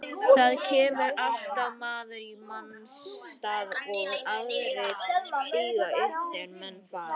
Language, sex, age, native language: Icelandic, female, 50-59, Icelandic